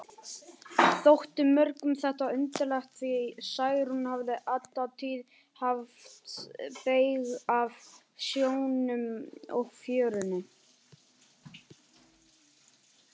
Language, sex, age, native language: Icelandic, male, 18-19, Icelandic